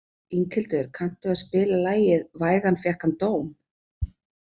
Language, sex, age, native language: Icelandic, female, 40-49, Icelandic